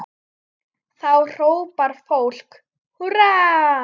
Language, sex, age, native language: Icelandic, female, 9, Icelandic